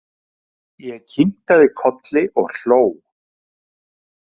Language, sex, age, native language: Icelandic, male, 40-49, Icelandic